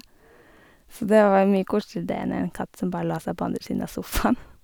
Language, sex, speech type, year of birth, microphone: Norwegian, female, spontaneous, 1988, Sennheiser